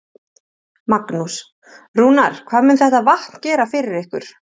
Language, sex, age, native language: Icelandic, female, 30-39, Icelandic